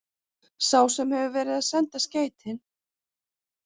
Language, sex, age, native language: Icelandic, female, 40-49, Icelandic